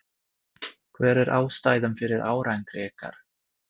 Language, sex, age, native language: Icelandic, male, 30-39, Swedish